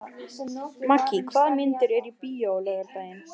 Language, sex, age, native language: Icelandic, female, 18-19, Icelandic